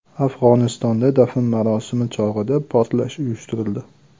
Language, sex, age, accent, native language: Uzbek, male, 25-34, Farg'ona, Uzbek